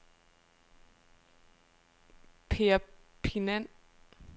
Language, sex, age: Danish, female, 23